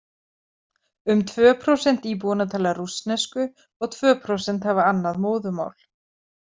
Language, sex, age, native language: Icelandic, female, 40-49, Icelandic